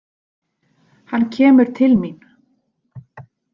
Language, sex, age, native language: Icelandic, female, 40-49, Icelandic